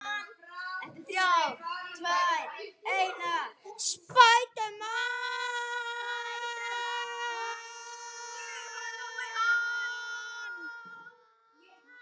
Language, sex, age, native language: Icelandic, male, 9, Icelandic